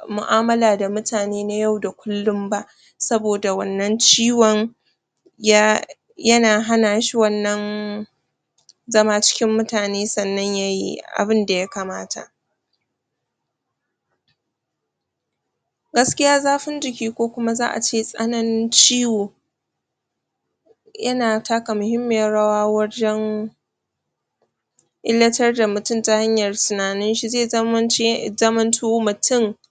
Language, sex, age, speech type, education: Hausa, female, 46-60, spontaneous, tertiary